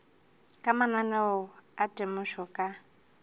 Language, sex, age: Northern Sotho, female, 22